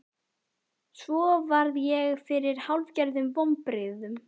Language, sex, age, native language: Icelandic, female, 11, Icelandic